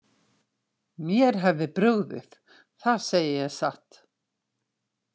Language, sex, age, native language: Icelandic, female, 60-69, Icelandic